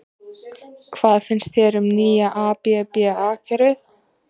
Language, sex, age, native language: Icelandic, female, 20-29, Icelandic